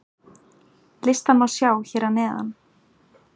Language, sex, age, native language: Icelandic, female, 18-19, Icelandic